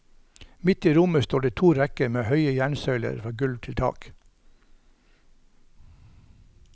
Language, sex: Norwegian, male